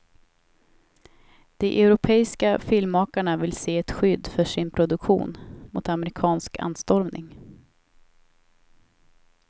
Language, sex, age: Swedish, female, 28